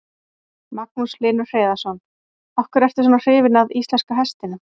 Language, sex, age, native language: Icelandic, female, 40-49, Icelandic